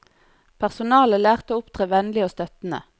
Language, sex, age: Norwegian, female, 40